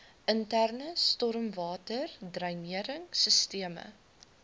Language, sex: Afrikaans, female